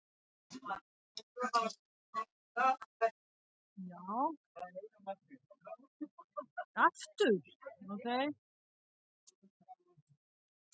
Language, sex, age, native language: Icelandic, female, 60-69, French